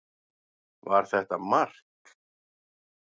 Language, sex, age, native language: Icelandic, male, 40-49, Icelandic